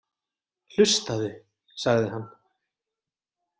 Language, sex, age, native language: Icelandic, male, 30-39, Icelandic